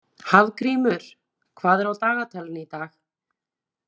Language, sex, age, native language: Icelandic, female, 30-39, Icelandic